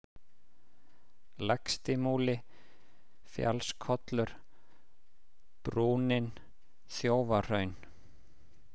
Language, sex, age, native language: Icelandic, male, 50-59, Icelandic